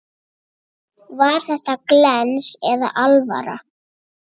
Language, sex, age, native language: Icelandic, female, 8, Icelandic